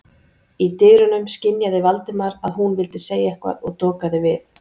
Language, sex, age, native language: Icelandic, female, 40-49, Icelandic